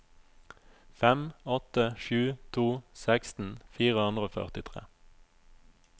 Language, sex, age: Norwegian, male, 27